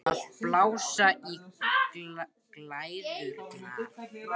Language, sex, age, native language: Icelandic, male, 18-19, Icelandic